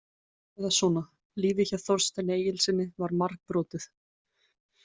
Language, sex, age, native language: Icelandic, female, 20-29, Icelandic